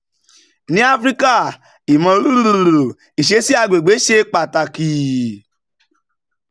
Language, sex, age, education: Yoruba, male, 30-45, tertiary